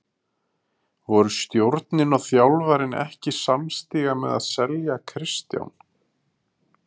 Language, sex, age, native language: Icelandic, male, 30-39, Icelandic